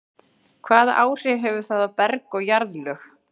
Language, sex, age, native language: Icelandic, female, 40-49, Icelandic